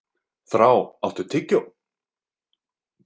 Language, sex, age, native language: Icelandic, male, 20-29, Icelandic